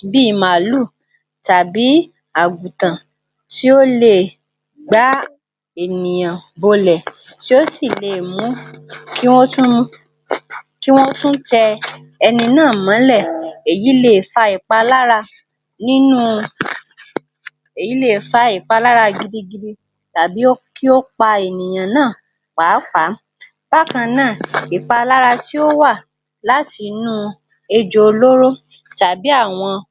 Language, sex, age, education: Yoruba, female, 46-60, tertiary